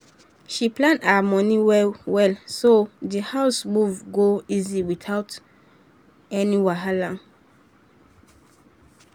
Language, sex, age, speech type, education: Nigerian Pidgin, female, 15-29, spontaneous, secondary